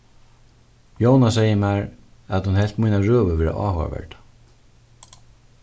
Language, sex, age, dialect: Faroese, male, 36-60, Suðurstreymoy